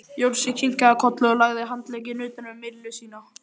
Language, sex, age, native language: Icelandic, male, 11, Icelandic